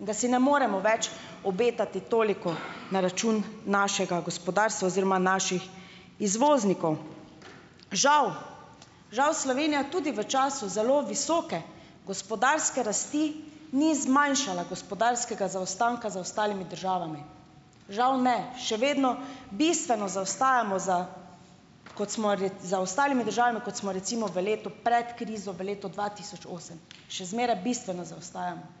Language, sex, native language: Slovenian, female, Slovenian